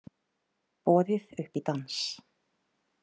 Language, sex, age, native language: Icelandic, female, 30-39, Icelandic